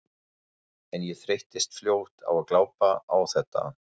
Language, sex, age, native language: Icelandic, male, 40-49, German